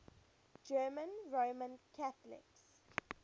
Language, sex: English, female